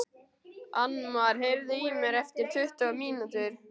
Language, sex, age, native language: Icelandic, male, 12, Icelandic